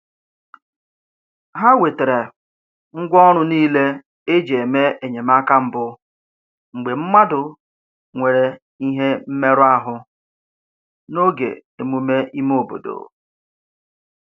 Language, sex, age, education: Igbo, male, 30-45, tertiary